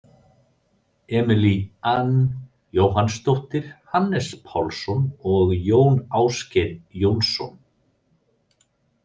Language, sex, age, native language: Icelandic, male, 30-39, Icelandic